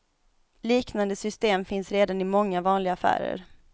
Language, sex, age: Swedish, female, 25